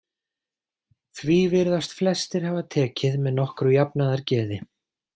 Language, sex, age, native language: Icelandic, male, 40-49, Icelandic